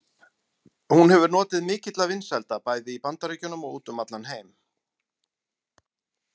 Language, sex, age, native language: Icelandic, male, 40-49, Icelandic